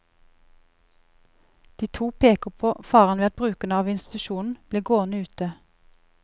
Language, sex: Norwegian, female